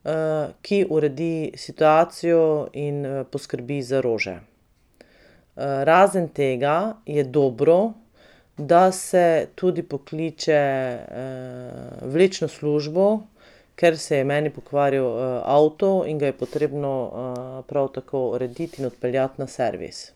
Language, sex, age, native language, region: Slovenian, female, 30-49, Slovenian, Pomurje region